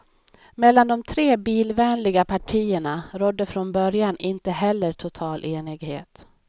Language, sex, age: Swedish, female, 31